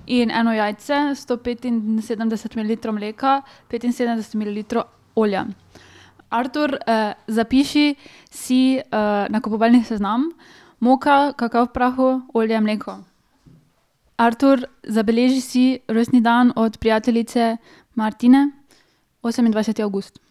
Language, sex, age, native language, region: Slovenian, female, 18-29, Slovenian, Drava region